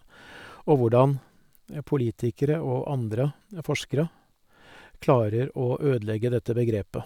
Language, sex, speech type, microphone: Norwegian, male, spontaneous, Sennheiser